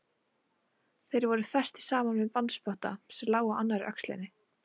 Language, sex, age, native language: Icelandic, female, 40-49, Icelandic